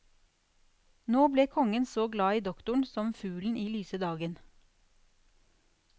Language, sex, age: Norwegian, female, 46